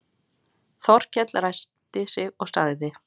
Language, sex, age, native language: Icelandic, female, 40-49, Icelandic